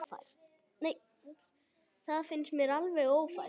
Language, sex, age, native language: Icelandic, male, 8, Icelandic